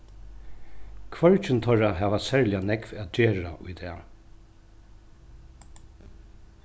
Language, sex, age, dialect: Faroese, male, 36-60, Norðuroyggjar